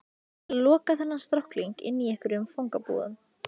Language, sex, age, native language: Icelandic, female, 15, Icelandic